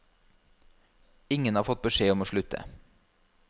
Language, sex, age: Norwegian, male, 32